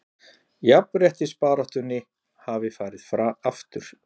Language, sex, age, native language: Icelandic, male, 40-49, Icelandic